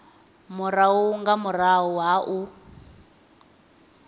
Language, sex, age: Venda, female, 20